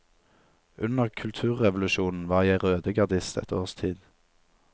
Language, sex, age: Norwegian, male, 27